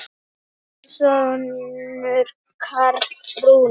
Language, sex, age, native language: Icelandic, female, 7, Icelandic